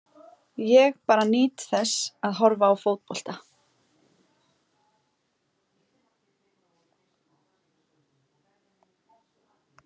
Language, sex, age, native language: Icelandic, female, 30-39, Icelandic